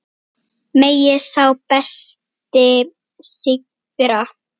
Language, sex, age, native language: Icelandic, female, 8, Icelandic